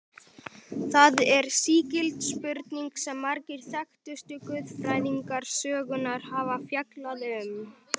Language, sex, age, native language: Icelandic, male, 18-19, Icelandic